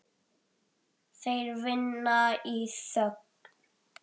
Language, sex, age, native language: Icelandic, male, 8, Icelandic